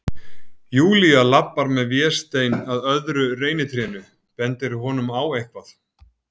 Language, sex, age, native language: Icelandic, male, 50-59, Icelandic